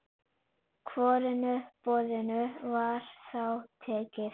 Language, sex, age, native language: Icelandic, female, 8, Icelandic